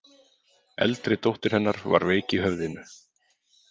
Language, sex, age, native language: Icelandic, male, 30-39, Icelandic